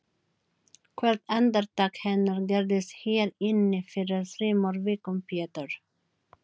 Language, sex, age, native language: Icelandic, female, 40-49, Filipino